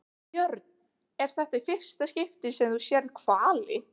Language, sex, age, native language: Icelandic, other, 15, Icelandic